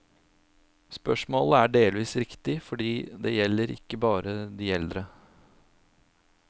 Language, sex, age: Norwegian, male, 27